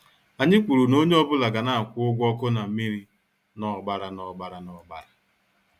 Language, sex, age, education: Igbo, male, 46-60, tertiary